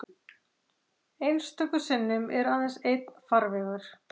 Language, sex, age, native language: Icelandic, female, 40-49, Icelandic